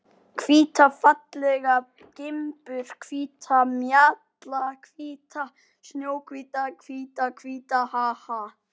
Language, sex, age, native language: Icelandic, male, 12, Icelandic